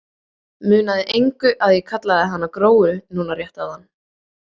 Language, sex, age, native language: Icelandic, female, 18-19, Icelandic